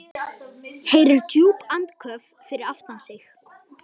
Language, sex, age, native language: Icelandic, male, 11, Icelandic